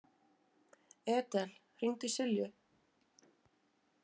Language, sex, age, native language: Icelandic, female, 20-29, Icelandic